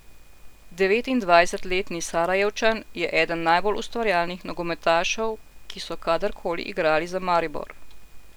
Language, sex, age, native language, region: Slovenian, female, 50-59, Slovenian, Central Slovenia